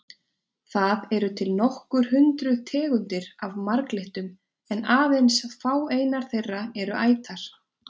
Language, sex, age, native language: Icelandic, female, 20-29, Icelandic